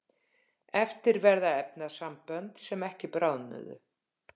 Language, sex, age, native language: Icelandic, female, 50-59, Icelandic